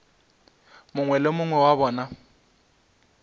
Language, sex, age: Northern Sotho, male, 20